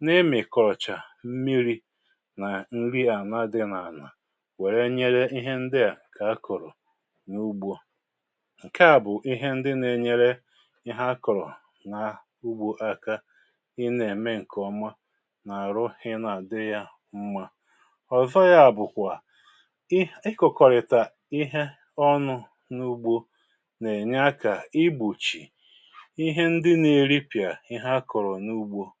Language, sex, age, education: Igbo, male, 46-60, tertiary